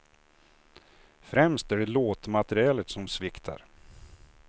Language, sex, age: Swedish, male, 56